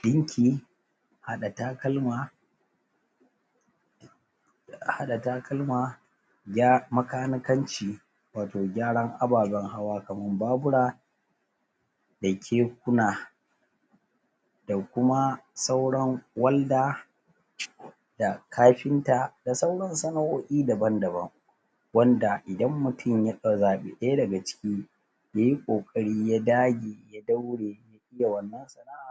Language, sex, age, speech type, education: Hausa, male, 30-45, spontaneous, tertiary